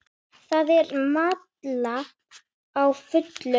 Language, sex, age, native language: Icelandic, male, 9, Icelandic